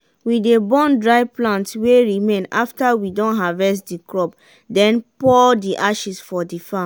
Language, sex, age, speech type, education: Nigerian Pidgin, female, 15-29, spontaneous, tertiary